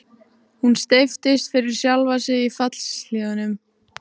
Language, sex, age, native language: Icelandic, female, 14, Icelandic